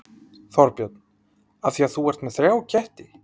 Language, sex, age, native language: Icelandic, male, 30-39, Icelandic